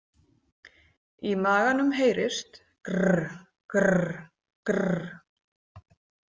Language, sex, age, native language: Icelandic, female, 40-49, Icelandic